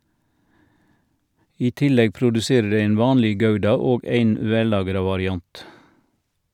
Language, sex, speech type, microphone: Norwegian, male, read, Shure